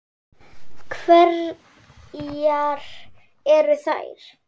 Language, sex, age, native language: Icelandic, female, 8, Icelandic